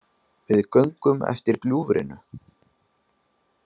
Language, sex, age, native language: Icelandic, male, 20-29, Icelandic